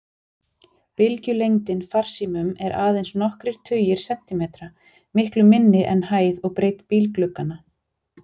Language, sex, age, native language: Icelandic, female, 40-49, Icelandic